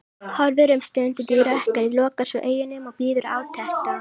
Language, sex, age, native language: Icelandic, female, 18-19, Icelandic